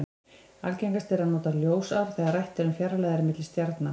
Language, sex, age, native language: Icelandic, female, 20-29, Icelandic